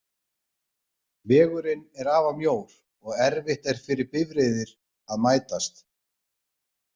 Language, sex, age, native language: Icelandic, male, 40-49, Icelandic